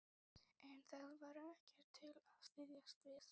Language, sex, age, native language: Icelandic, male, 12, Icelandic